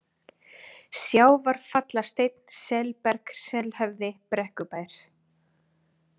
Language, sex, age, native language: Icelandic, female, 30-39, Icelandic